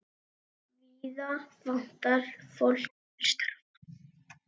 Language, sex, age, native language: Icelandic, male, 10, Icelandic